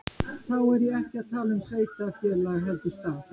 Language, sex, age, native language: Icelandic, female, 50-59, Icelandic